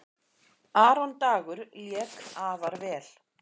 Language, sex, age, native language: Icelandic, female, 10, Icelandic